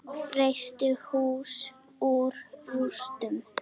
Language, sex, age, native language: Icelandic, female, 10, Icelandic